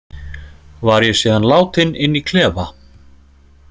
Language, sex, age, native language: Icelandic, male, 40-49, Icelandic